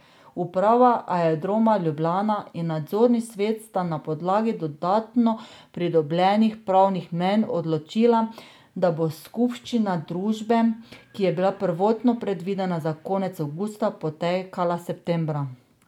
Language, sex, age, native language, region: Slovenian, female, 30-49, Slovenian, Drava region